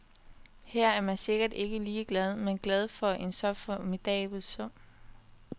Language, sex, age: Danish, female, 21